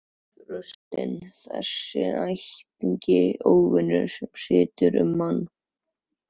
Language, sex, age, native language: Icelandic, male, 14, Icelandic